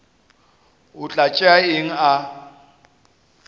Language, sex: Northern Sotho, male